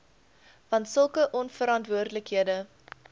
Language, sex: Afrikaans, female